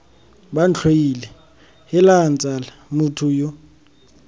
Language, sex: Tswana, male